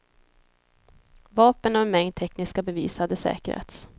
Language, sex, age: Swedish, female, 26